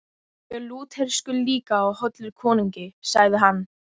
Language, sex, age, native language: Icelandic, other, 12, Icelandic